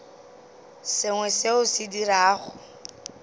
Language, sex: Northern Sotho, female